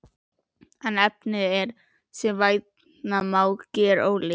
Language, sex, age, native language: Icelandic, female, 11, Icelandic